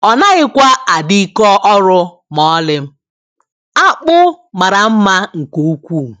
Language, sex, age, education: Igbo, female, 15-29, tertiary